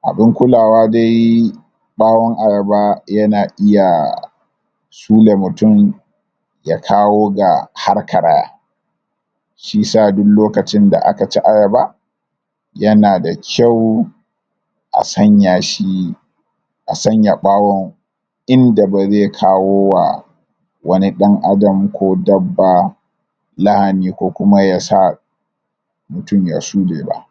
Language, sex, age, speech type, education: Hausa, male, 30-45, spontaneous, tertiary